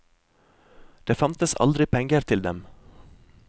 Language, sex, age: Norwegian, male, 23